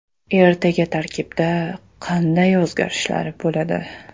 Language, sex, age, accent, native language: Uzbek, male, 18-24, Toshkent shahri, Uzbek